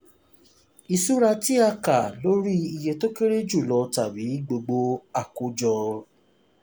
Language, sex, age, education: Yoruba, male, 30-45, tertiary